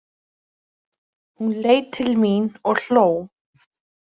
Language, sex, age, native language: Icelandic, female, 30-39, Icelandic